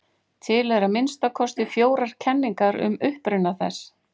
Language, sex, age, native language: Icelandic, female, 40-49, Icelandic